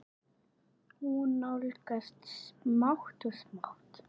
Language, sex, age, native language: Icelandic, male, 8, Icelandic